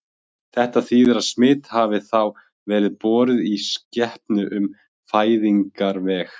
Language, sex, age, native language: Icelandic, male, 20-29, Icelandic